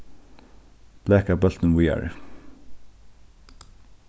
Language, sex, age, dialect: Faroese, male, 15-35, Norðurstreymoy/Eysturoy